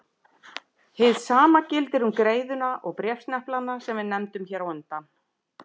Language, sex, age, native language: Icelandic, female, 50-59, Icelandic